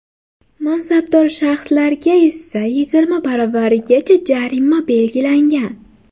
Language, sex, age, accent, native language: Uzbek, female, 19-29, Buxoro, Uzbek